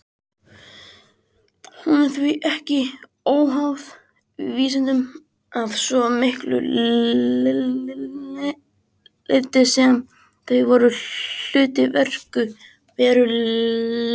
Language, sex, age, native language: Icelandic, male, 20-29, Icelandic